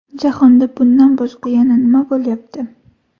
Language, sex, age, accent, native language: Uzbek, female, 18-24, Toshkent viloyati, Uzbek